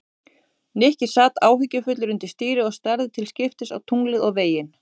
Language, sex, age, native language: Icelandic, female, 30-39, Icelandic